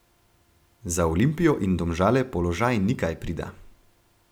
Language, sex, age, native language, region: Slovenian, male, 18-29, Slovenian, Gorenjska region